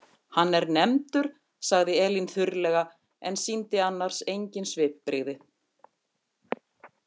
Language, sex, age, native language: Icelandic, female, 50-59, Icelandic